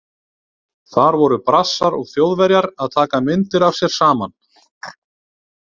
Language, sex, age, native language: Icelandic, male, 30-39, Icelandic